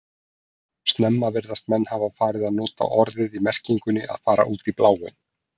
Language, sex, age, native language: Icelandic, male, 40-49, Icelandic